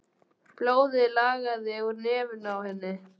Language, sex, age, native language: Icelandic, male, 12, Icelandic